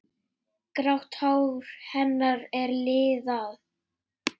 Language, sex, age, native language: Icelandic, male, 8, Icelandic